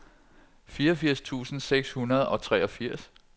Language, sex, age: Danish, male, 46